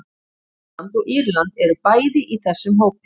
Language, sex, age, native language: Icelandic, female, 50-59, Icelandic